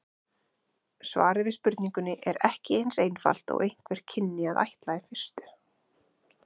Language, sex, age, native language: Icelandic, female, 30-39, Icelandic